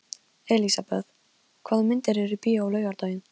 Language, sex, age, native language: Icelandic, female, 13, Polish